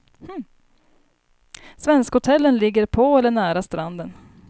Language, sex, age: Swedish, female, 30